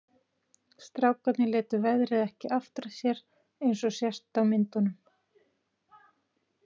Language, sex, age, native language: Icelandic, female, 40-49, Icelandic